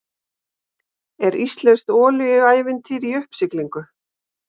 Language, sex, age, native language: Icelandic, female, 50-59, Icelandic